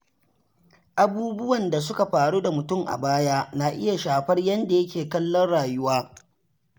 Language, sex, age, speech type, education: Hausa, male, 15-29, read, secondary